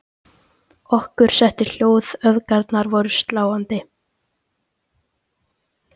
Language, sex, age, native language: Icelandic, male, 13, Icelandic